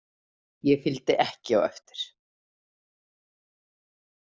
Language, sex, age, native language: Icelandic, female, 30-39, Icelandic